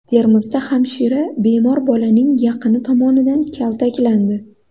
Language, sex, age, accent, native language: Uzbek, female, 19-29, Andijon, Uzbek